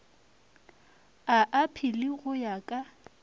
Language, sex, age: Northern Sotho, female, 23